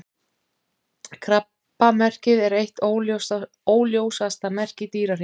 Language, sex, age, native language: Icelandic, female, 50-59, Icelandic